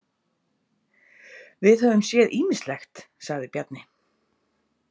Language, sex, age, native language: Icelandic, female, 30-39, Icelandic